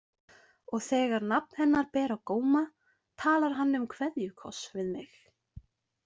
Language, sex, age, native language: Icelandic, female, 20-29, Icelandic